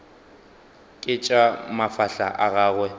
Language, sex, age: Northern Sotho, male, 22